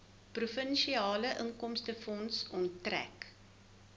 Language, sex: Afrikaans, female